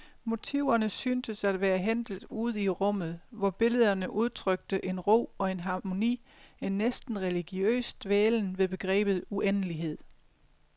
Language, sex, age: Danish, female, 50